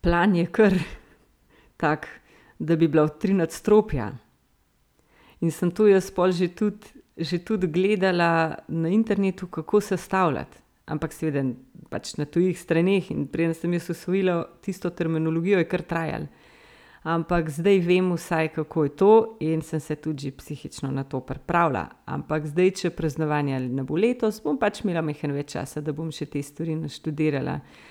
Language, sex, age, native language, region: Slovenian, female, 30-49, Slovenian, Central Slovenia